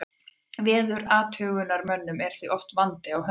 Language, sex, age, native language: Icelandic, female, 30-39, Icelandic